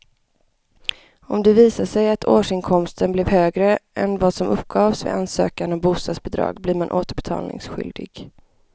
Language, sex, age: Swedish, male, 25